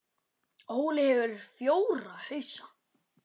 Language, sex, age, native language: Icelandic, male, 9, Icelandic